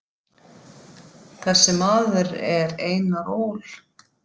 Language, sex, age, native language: Icelandic, female, 50-59, Icelandic